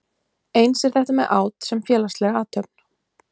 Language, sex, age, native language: Icelandic, female, 20-29, Icelandic